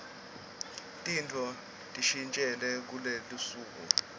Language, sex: Swati, male